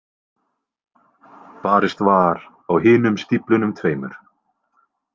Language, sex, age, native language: Icelandic, male, 20-29, Icelandic